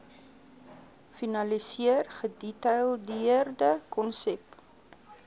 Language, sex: Afrikaans, female